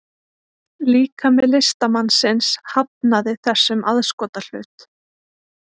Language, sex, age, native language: Icelandic, female, 20-29, Icelandic